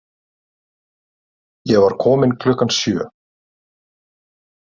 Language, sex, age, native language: Icelandic, male, 30-39, Icelandic